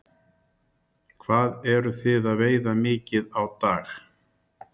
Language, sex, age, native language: Icelandic, male, 60-69, Icelandic